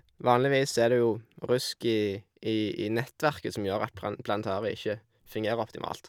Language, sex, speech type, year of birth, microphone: Norwegian, male, spontaneous, 1991, Shure